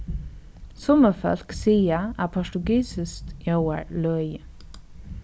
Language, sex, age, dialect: Faroese, female, 36-60, Norðuroyggjar